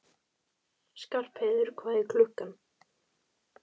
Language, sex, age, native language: Icelandic, female, 12, Icelandic